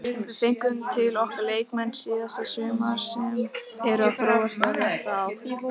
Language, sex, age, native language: Icelandic, female, 18-19, Icelandic